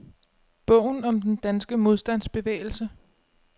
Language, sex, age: Danish, female, 25